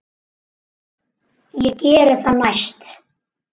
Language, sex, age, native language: Icelandic, male, 9, Icelandic